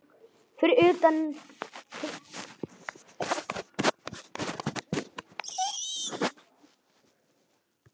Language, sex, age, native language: Icelandic, male, 9, Icelandic